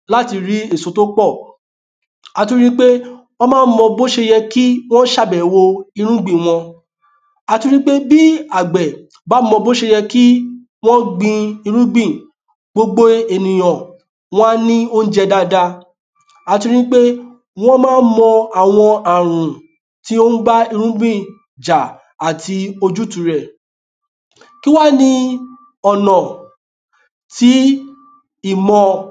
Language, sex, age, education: Yoruba, male, 30-45, tertiary